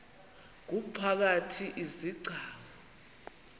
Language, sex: Xhosa, female